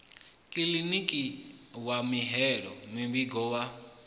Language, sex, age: Venda, male, 21